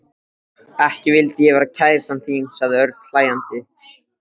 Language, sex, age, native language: Icelandic, male, 13, Icelandic